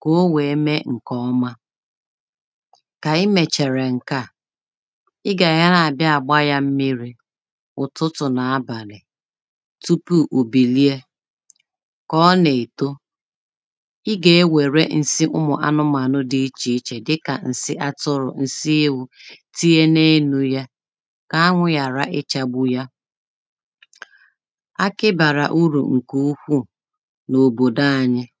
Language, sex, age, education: Igbo, female, 30-45, tertiary